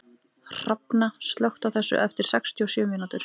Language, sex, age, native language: Icelandic, female, 18-19, Icelandic